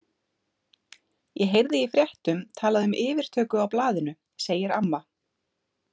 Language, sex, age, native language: Icelandic, female, 30-39, Icelandic